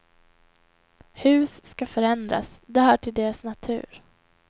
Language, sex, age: Swedish, female, 21